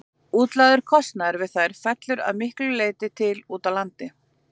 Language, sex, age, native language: Icelandic, female, 40-49, Icelandic